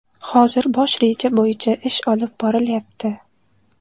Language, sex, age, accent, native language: Uzbek, female, under 19, Toshkent viloyati, Uzbek